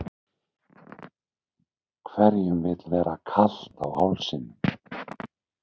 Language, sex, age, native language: Icelandic, male, 60-69, Icelandic